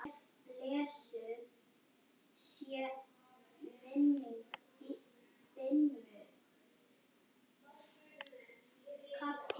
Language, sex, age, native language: Icelandic, female, 50-59, Icelandic